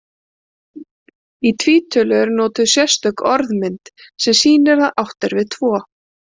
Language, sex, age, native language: Icelandic, female, 40-49, Icelandic